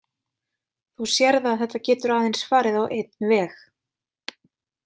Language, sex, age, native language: Icelandic, female, 20-29, Icelandic